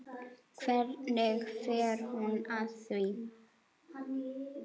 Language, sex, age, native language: Icelandic, female, 8, Icelandic